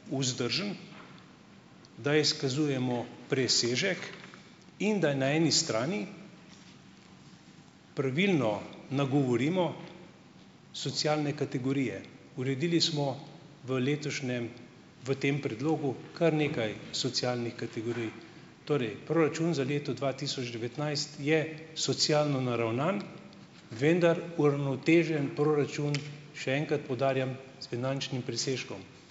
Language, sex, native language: Slovenian, male, Slovenian